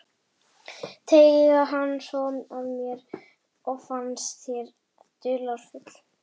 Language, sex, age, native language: Icelandic, female, 11, Icelandic